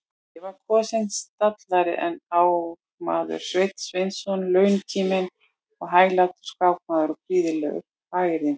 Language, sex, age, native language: Icelandic, female, 40-49, Icelandic